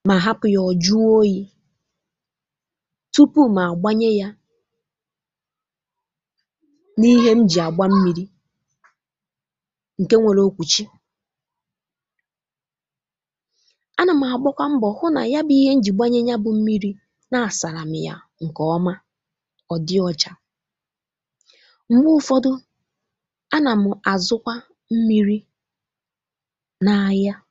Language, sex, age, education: Igbo, female, 15-29, tertiary